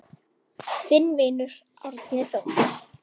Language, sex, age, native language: Icelandic, female, 10, Icelandic